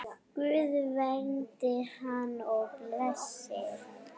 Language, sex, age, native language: Icelandic, female, 8, Icelandic